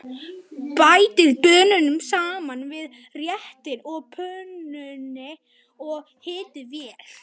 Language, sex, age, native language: Icelandic, male, 11, Icelandic